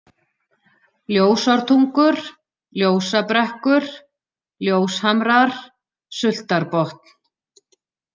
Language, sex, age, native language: Icelandic, female, 40-49, Icelandic